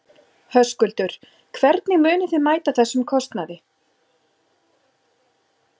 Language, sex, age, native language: Icelandic, female, 40-49, Icelandic